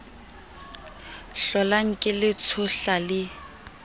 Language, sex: Southern Sotho, female